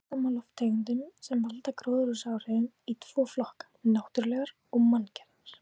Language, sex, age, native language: Icelandic, female, 18-19, Icelandic